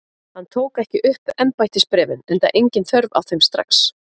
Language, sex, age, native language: Icelandic, female, 30-39, Icelandic